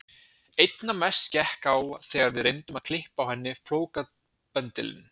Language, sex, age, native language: Icelandic, male, 20-29, Icelandic